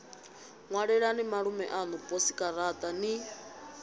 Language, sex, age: Venda, female, 22